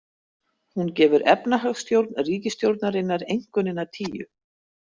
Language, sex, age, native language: Icelandic, female, 60-69, Icelandic